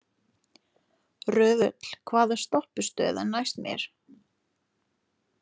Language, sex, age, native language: Icelandic, female, 40-49, Lithuanian